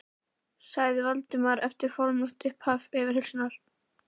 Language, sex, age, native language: Icelandic, female, 11, Icelandic